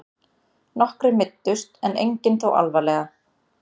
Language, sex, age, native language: Icelandic, female, 30-39, Icelandic